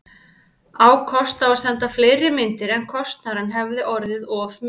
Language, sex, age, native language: Icelandic, female, 30-39, Icelandic